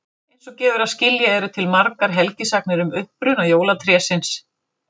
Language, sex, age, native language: Icelandic, female, 50-59, Icelandic